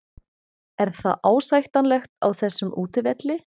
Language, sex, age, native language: Icelandic, female, 20-29, German